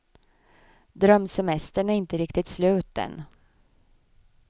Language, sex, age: Swedish, female, 24